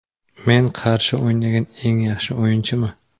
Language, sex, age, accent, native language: Uzbek, male, 18-24, Qoraqalpog'iston, Uzbek